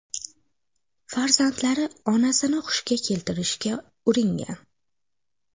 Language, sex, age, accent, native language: Uzbek, female, 18-24, Xorazm, Uzbek